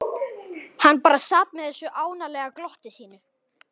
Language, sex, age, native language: Icelandic, male, 11, Icelandic